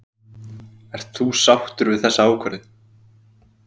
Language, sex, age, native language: Icelandic, male, 20-29, Icelandic